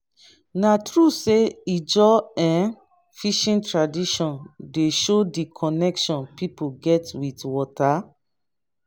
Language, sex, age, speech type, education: Nigerian Pidgin, female, 30-45, spontaneous, tertiary